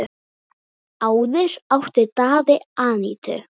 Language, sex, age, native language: Icelandic, female, 9, Icelandic